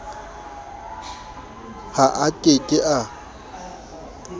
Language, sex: Southern Sotho, male